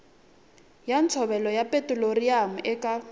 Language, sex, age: Tsonga, female, 20